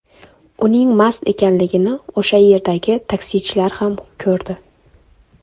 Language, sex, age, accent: Uzbek, female, 18-24, Qoraqalpog'iston